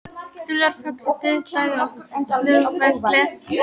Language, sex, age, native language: Icelandic, female, 18-19, Icelandic